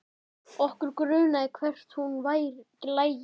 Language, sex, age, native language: Icelandic, male, 10, Icelandic